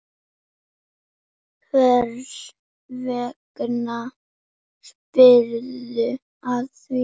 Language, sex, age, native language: Icelandic, male, 8, Icelandic